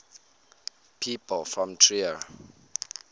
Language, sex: English, male